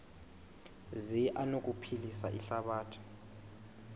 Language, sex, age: Xhosa, male, 22